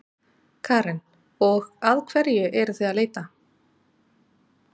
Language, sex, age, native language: Icelandic, female, 30-39, Icelandic